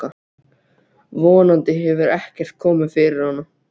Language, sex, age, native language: Icelandic, other, 12, Icelandic